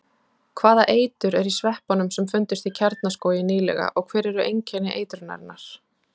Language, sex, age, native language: Icelandic, female, 30-39, Icelandic